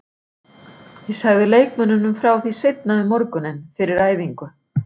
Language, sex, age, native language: Icelandic, female, 60-69, Icelandic